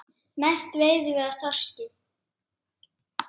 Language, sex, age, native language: Icelandic, female, 8, Icelandic